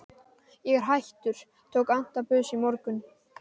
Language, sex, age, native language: Icelandic, male, 12, Icelandic